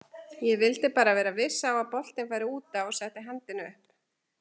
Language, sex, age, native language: Icelandic, female, 40-49, Icelandic